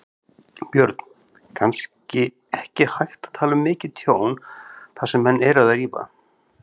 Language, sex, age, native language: Icelandic, male, 50-59, Icelandic